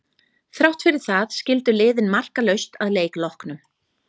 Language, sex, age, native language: Icelandic, female, 30-39, Icelandic